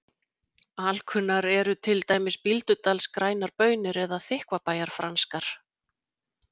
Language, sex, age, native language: Icelandic, female, 40-49, Icelandic